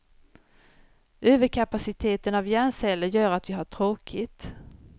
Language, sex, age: Swedish, female, 53